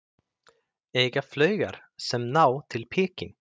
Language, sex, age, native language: Icelandic, male, 30-39, Icelandic